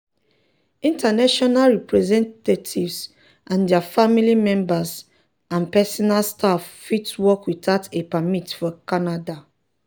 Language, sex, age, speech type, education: Nigerian Pidgin, female, 30-45, spontaneous, tertiary